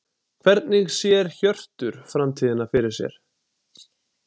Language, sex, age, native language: Icelandic, male, 20-29, Icelandic